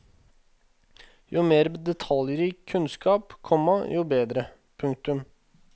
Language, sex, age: Norwegian, male, 21